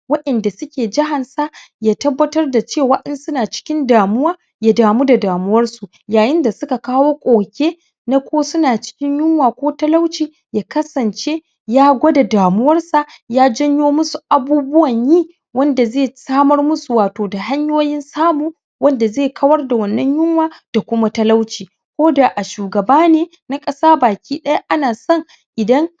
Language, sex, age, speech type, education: Hausa, male, 15-29, spontaneous, secondary